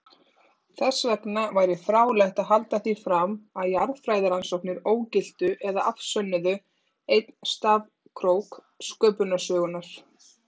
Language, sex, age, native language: Icelandic, female, 30-39, Icelandic